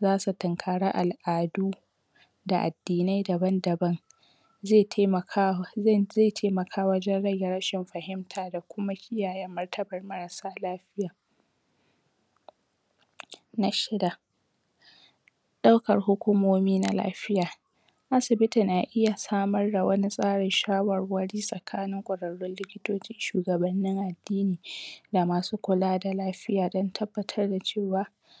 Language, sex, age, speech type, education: Hausa, female, 46-60, spontaneous, secondary